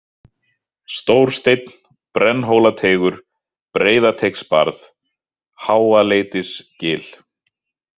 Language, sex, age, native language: Icelandic, male, 30-39, Icelandic